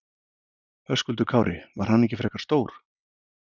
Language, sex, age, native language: Icelandic, male, 50-59, Icelandic